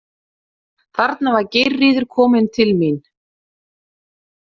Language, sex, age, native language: Icelandic, female, 40-49, Icelandic